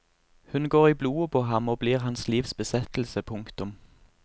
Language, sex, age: Norwegian, male, 24